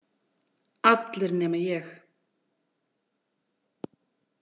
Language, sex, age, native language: Icelandic, female, 40-49, Icelandic